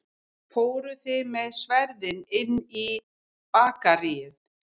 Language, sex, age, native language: Icelandic, female, 50-59, English